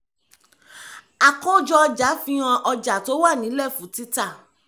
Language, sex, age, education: Yoruba, female, 15-29, tertiary